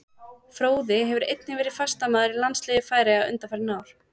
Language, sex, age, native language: Icelandic, female, 20-29, Icelandic